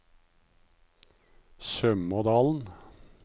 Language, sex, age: Norwegian, male, 56